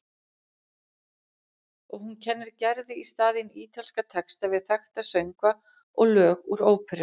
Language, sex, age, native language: Icelandic, female, 40-49, Icelandic